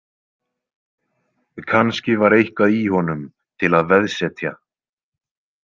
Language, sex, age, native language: Icelandic, male, 20-29, Icelandic